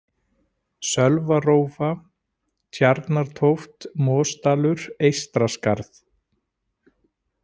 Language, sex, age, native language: Icelandic, male, 40-49, Icelandic